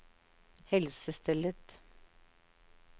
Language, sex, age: Norwegian, female, 59